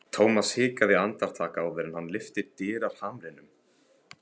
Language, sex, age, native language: Icelandic, male, 15, Icelandic